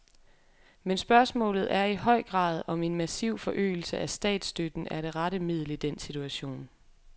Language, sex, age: Danish, female, 23